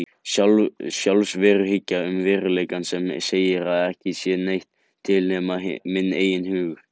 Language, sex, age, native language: Icelandic, male, 18-19, Icelandic